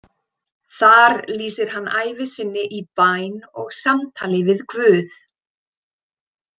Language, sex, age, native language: Icelandic, female, 20-29, Icelandic